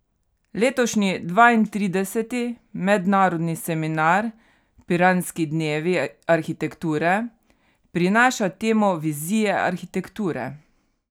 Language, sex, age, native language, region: Slovenian, female, 30-49, Slovenian, Carinthia region